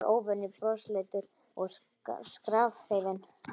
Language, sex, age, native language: Icelandic, male, 12, Icelandic